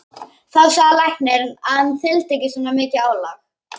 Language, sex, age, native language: Icelandic, male, 11, Icelandic